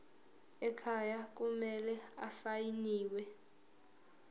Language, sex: Zulu, female